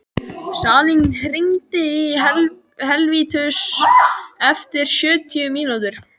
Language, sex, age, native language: Icelandic, male, 12, Icelandic